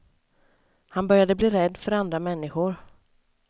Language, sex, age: Swedish, female, 29